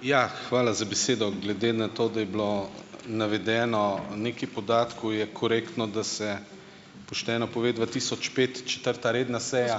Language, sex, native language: Slovenian, male, Slovenian